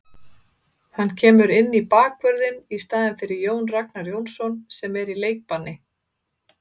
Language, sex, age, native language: Icelandic, female, 30-39, Icelandic